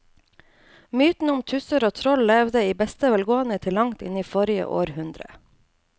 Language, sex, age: Norwegian, female, 29